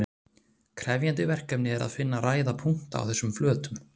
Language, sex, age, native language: Icelandic, male, 30-39, Icelandic